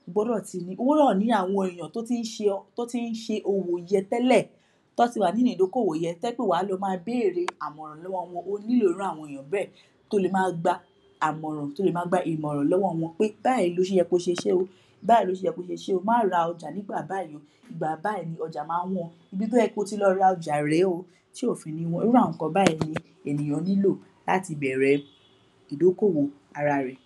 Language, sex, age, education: Yoruba, female, 46-60, tertiary